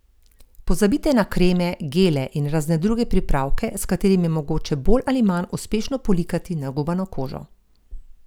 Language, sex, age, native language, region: Slovenian, female, 50-59, Slovenian, Gorenjska region